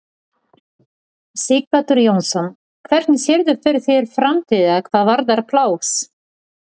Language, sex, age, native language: Icelandic, female, 40-49, Polish